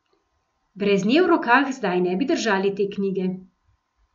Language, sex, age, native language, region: Slovenian, female, 50-59, Slovenian, Gorenjska region